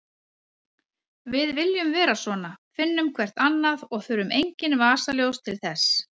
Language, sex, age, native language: Icelandic, female, 40-49, Icelandic